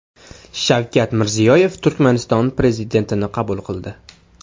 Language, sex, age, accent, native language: Uzbek, male, 18-24, Farg'ona, Uzbek